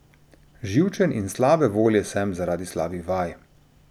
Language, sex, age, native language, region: Slovenian, male, 30-49, Slovenian, Drava region